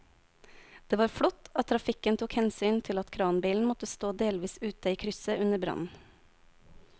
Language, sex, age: Norwegian, female, 22